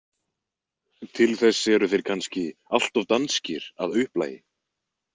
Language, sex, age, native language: Icelandic, male, 20-29, Icelandic